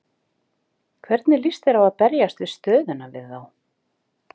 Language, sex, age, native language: Icelandic, female, 50-59, Icelandic